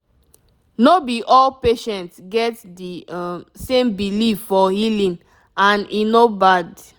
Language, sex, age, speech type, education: Nigerian Pidgin, female, 15-29, spontaneous, tertiary